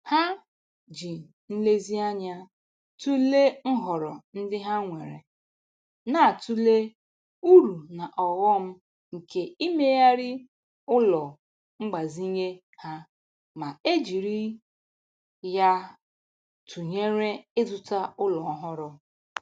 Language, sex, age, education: Igbo, female, 15-29, tertiary